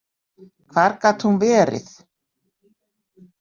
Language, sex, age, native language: Icelandic, female, 60-69, Icelandic